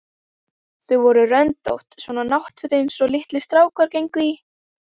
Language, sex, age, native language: Icelandic, female, 12, Icelandic